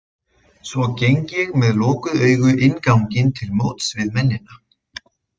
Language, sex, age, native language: Icelandic, male, 20-29, Icelandic